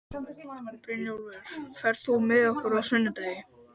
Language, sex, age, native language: Icelandic, male, 12, Icelandic